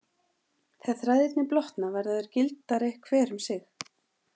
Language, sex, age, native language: Icelandic, female, 40-49, Icelandic